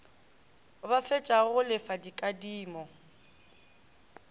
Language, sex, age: Northern Sotho, female, 18